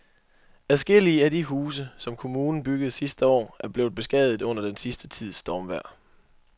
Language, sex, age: Danish, male, 24